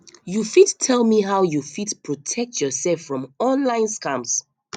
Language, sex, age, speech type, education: Nigerian Pidgin, female, 30-45, spontaneous, tertiary